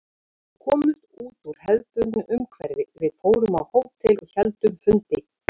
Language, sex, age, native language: Icelandic, female, 50-59, Icelandic